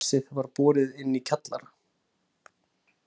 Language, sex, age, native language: Icelandic, male, 30-39, Icelandic